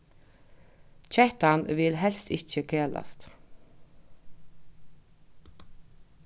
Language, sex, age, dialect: Faroese, female, 36-60, Norðuroyggjar